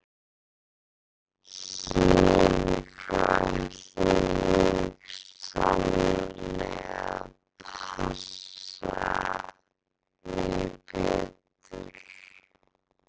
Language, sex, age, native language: Icelandic, female, 11, Icelandic